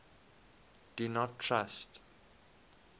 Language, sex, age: English, male, 21